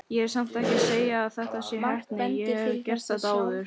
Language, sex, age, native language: Icelandic, female, 18-19, Icelandic